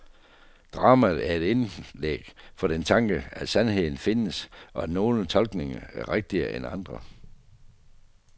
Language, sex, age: Danish, male, 48